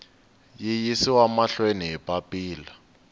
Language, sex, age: Tsonga, male, 19